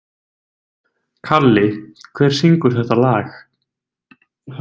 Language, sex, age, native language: Icelandic, male, 20-29, Icelandic